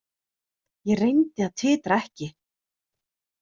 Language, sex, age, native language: Icelandic, female, 30-39, Icelandic